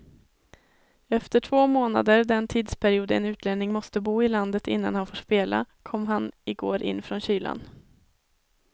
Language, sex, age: Swedish, female, 21